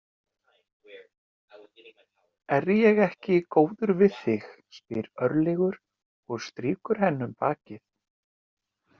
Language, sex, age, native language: Icelandic, male, 30-39, Icelandic